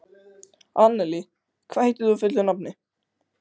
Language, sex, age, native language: Icelandic, male, 18-19, Icelandic